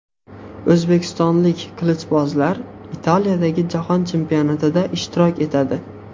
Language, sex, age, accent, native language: Uzbek, male, 18-24, Xorazm, Uzbek